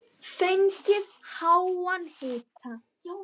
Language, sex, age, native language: Icelandic, male, 10, Icelandic